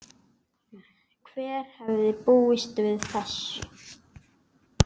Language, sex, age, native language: Icelandic, male, 8, Icelandic